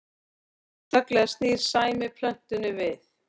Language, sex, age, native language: Icelandic, female, 40-49, Icelandic